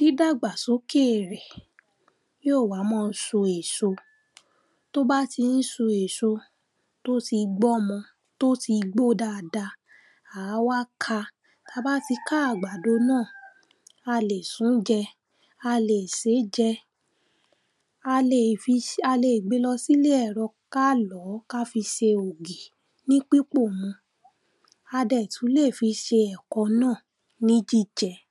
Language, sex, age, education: Yoruba, female, 15-29, primary